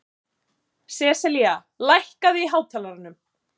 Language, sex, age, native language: Icelandic, female, 30-39, Icelandic